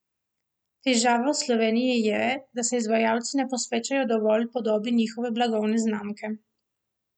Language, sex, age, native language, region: Slovenian, female, 18-29, Slovenian, Primorsko-notranjska region